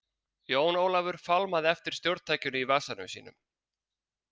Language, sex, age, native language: Icelandic, male, 30-39, Icelandic